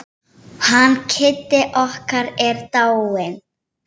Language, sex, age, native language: Icelandic, female, 7, Icelandic